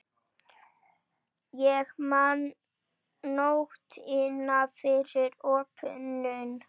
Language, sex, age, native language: Icelandic, female, 9, Icelandic